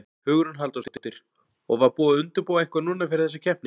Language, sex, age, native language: Icelandic, male, 40-49, Icelandic